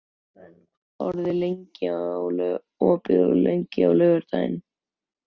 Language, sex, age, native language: Icelandic, male, 14, Icelandic